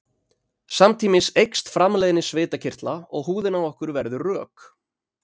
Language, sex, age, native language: Icelandic, male, 30-39, Icelandic